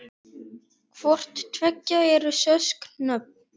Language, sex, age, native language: Icelandic, male, 9, Icelandic